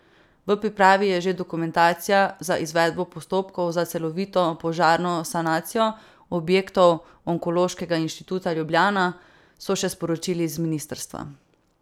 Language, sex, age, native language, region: Slovenian, female, 18-29, Slovenian, Savinja region